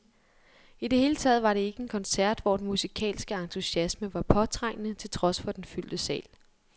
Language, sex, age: Danish, female, 23